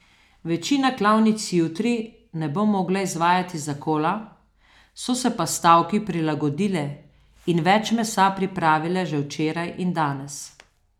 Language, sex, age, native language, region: Slovenian, female, 50-59, Slovenian, Southeast Slovenia